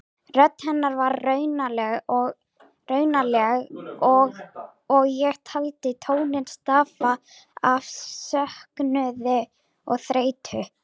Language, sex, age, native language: Icelandic, female, 18-19, Icelandic